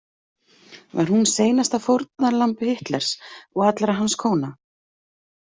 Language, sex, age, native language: Icelandic, female, 40-49, Icelandic